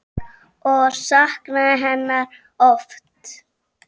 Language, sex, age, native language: Icelandic, female, 5, Icelandic